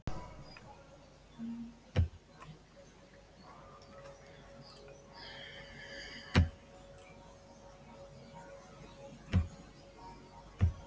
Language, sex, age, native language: Icelandic, female, 60-69, Icelandic